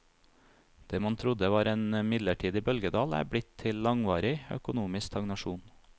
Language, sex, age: Norwegian, male, 30